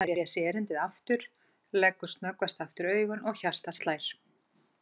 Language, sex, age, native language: Icelandic, female, 40-49, Icelandic